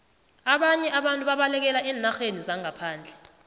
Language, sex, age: South Ndebele, female, 29